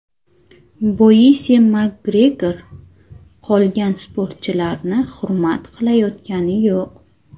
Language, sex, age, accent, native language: Uzbek, female, 18-24, Surxondaryo, Uzbek